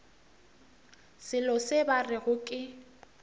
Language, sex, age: Northern Sotho, female, 24